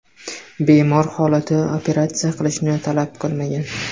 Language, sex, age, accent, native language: Uzbek, male, 18-24, Namangan, Uzbek